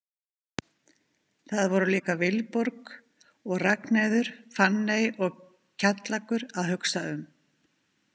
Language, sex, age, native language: Icelandic, female, 50-59, Icelandic